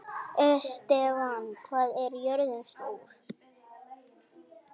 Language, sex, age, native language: Icelandic, female, 18-19, Icelandic